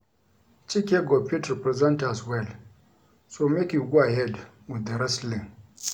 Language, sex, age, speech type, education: Nigerian Pidgin, male, 46-60, read, tertiary